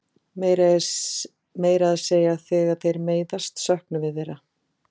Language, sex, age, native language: Icelandic, female, 40-49, Icelandic